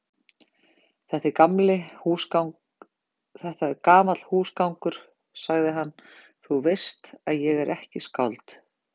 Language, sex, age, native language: Icelandic, female, 50-59, Icelandic